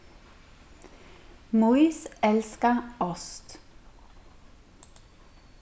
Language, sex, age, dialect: Faroese, female, 36-60, Suðurstreymoy